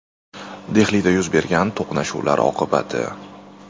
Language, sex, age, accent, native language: Uzbek, male, 19-29, Toshkent shahri, Uzbek